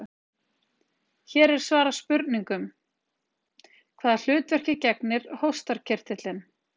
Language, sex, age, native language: Icelandic, female, 30-39, Icelandic